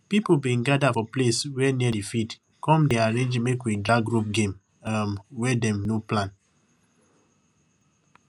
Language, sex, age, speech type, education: Nigerian Pidgin, male, 15-29, spontaneous, tertiary